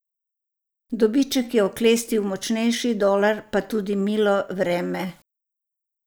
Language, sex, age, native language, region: Slovenian, female, 60+, Croatian, Savinja region